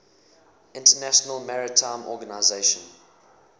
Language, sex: English, male